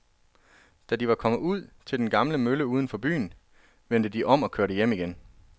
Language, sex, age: Danish, male, 33